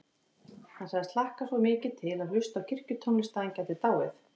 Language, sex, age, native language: Icelandic, female, 40-49, Icelandic